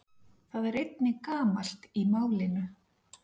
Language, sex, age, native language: Icelandic, female, 40-49, Icelandic